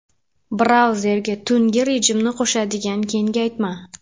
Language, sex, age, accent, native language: Uzbek, female, 18-24, Samarqand, Uzbek